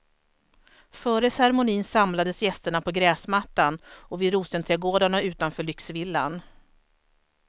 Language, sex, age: Swedish, female, 43